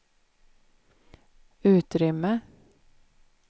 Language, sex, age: Swedish, female, 36